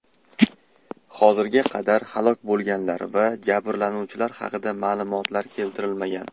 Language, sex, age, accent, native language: Uzbek, male, 19-29, Toshkent shahri, Uzbek